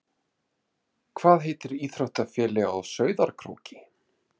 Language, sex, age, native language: Icelandic, male, 30-39, Icelandic